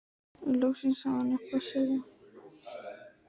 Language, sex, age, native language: Icelandic, female, 14, Icelandic